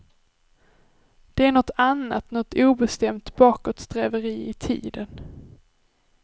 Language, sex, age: Swedish, female, 23